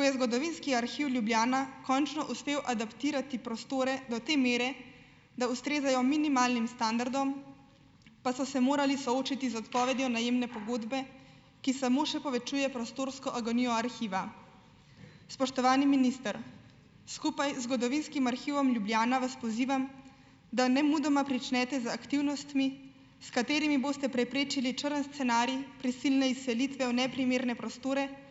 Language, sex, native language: Slovenian, female, Slovenian